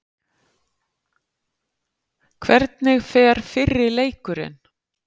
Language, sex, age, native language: Icelandic, female, 50-59, Icelandic